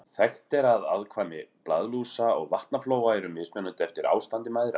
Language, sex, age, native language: Icelandic, male, 40-49, Icelandic